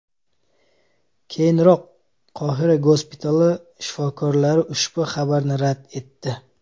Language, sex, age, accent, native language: Uzbek, male, 25-34, Samarqand, Uzbek